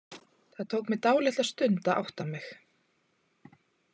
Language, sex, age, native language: Icelandic, female, 20-29, Icelandic